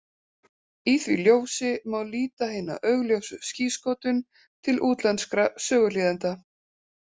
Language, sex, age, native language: Icelandic, female, 30-39, Icelandic